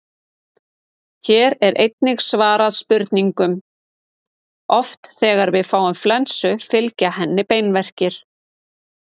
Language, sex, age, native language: Icelandic, female, 30-39, Icelandic